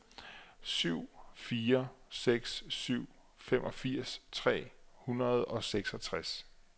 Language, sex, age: Danish, male, 34